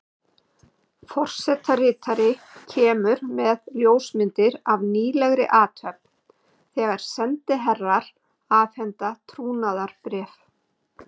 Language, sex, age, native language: Icelandic, female, 50-59, Icelandic